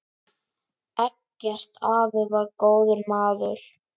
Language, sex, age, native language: Icelandic, female, 10, Icelandic